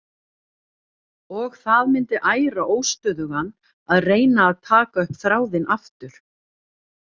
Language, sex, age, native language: Icelandic, female, 40-49, Icelandic